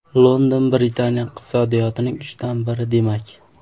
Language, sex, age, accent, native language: Uzbek, male, 18-24, Farg'ona, Uzbek